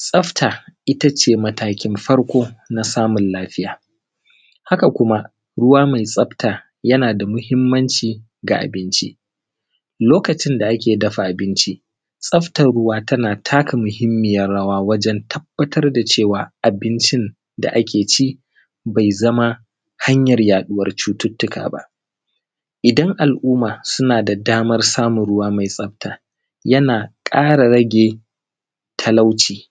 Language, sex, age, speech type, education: Hausa, male, 30-45, spontaneous, primary